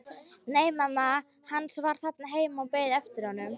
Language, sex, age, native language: Icelandic, female, 13, Icelandic